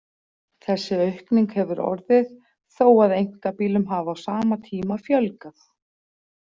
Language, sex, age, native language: Icelandic, female, 40-49, Icelandic